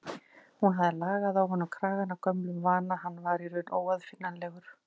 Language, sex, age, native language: Icelandic, female, 40-49, Icelandic